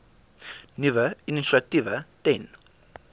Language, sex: Afrikaans, male